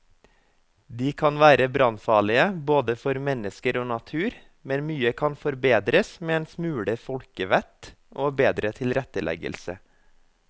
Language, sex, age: Norwegian, male, 24